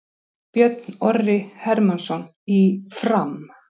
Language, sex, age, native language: Icelandic, female, 60-69, Icelandic